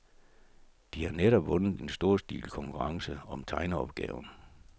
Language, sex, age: Danish, male, 64